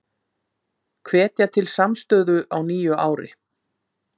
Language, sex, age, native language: Icelandic, female, 50-59, Icelandic